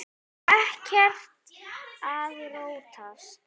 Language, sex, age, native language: Icelandic, female, 8, Icelandic